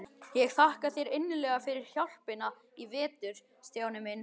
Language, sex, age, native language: Icelandic, male, 11, Icelandic